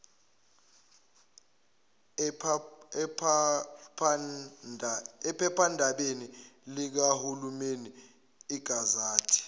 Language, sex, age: Zulu, male, 24